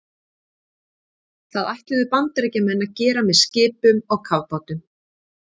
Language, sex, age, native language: Icelandic, female, 50-59, Icelandic